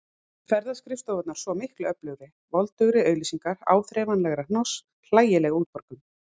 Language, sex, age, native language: Icelandic, female, 40-49, Icelandic